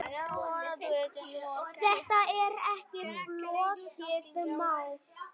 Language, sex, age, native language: Icelandic, male, 9, Icelandic